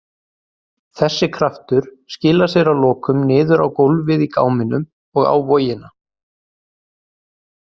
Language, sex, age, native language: Icelandic, male, 30-39, Icelandic